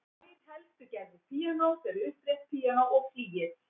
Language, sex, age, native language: Icelandic, female, 60-69, Icelandic